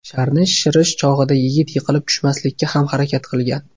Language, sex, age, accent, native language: Uzbek, male, 18-24, Toshkent viloyati, Uzbek